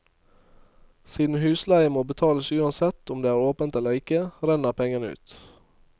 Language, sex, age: Norwegian, male, 22